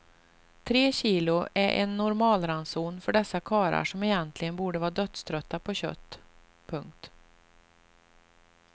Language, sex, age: Swedish, female, 38